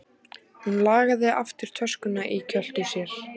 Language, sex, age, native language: Icelandic, female, 14, Icelandic